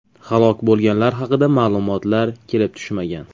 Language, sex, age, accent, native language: Uzbek, male, 18-24, Toshkent viloyati, Uzbek